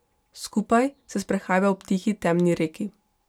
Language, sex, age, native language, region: Slovenian, female, 18-29, Slovenian, Pomurje region